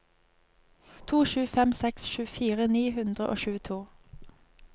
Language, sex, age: Norwegian, female, 25